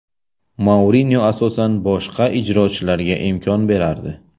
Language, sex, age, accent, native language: Uzbek, male, 18-24, Samarqand, Uzbek